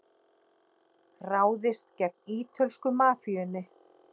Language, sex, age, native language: Icelandic, female, 40-49, Icelandic